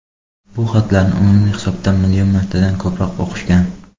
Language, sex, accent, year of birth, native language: Uzbek, male, Xorazm, 2002, Uzbek